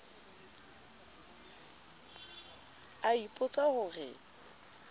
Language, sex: Southern Sotho, female